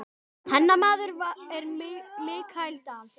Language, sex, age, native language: Icelandic, female, 10, Icelandic